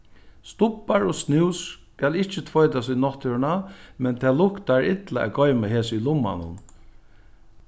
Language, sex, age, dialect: Faroese, male, 61+, Norðuroyggjar